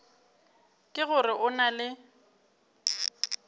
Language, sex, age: Northern Sotho, female, 29